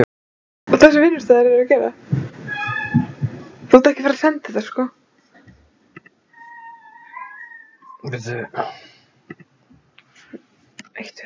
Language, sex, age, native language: Icelandic, female, 20-29, Icelandic